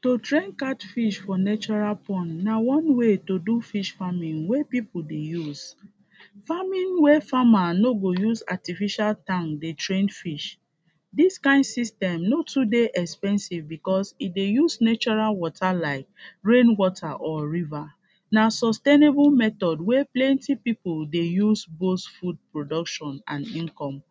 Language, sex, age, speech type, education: Nigerian Pidgin, female, 15-29, spontaneous, secondary